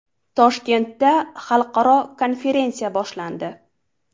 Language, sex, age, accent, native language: Uzbek, female, 18-24, Farg'ona, Uzbek